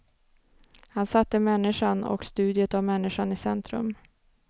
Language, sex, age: Swedish, female, 29